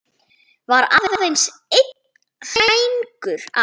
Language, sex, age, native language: Icelandic, female, 9, Icelandic